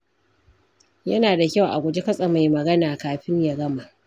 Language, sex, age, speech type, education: Hausa, female, 46-60, read, primary